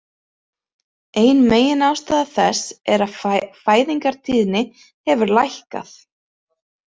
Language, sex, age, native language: Icelandic, female, 30-39, Icelandic